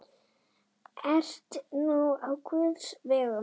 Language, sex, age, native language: Icelandic, female, 9, Icelandic